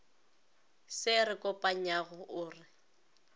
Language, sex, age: Northern Sotho, female, 19